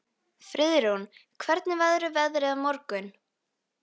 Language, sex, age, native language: Icelandic, female, 13, Icelandic